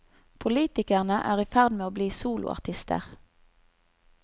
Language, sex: Norwegian, female